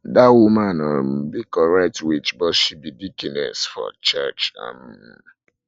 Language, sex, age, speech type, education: Nigerian Pidgin, male, 15-29, spontaneous, tertiary